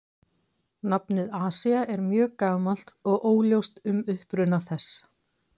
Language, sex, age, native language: Icelandic, female, 20-29, Icelandic